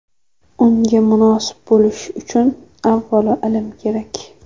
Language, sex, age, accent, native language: Uzbek, female, 18-24, Jizzax, Uzbek